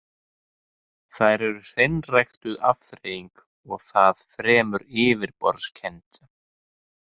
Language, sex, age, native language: Icelandic, male, 30-39, Icelandic